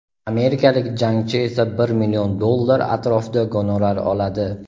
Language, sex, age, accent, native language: Uzbek, male, 18-24, Andijon, Uzbek